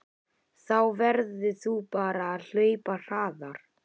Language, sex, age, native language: Icelandic, male, 11, Icelandic